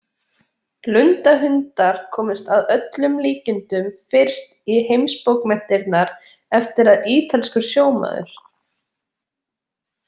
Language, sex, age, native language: Icelandic, female, 20-29, Icelandic